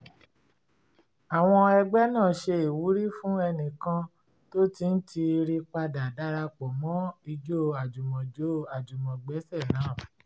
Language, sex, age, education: Yoruba, female, 30-45, tertiary